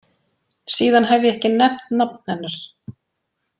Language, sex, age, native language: Icelandic, female, 40-49, Icelandic